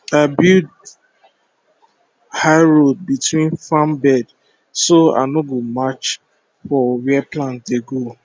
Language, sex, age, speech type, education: Nigerian Pidgin, male, 15-29, spontaneous, tertiary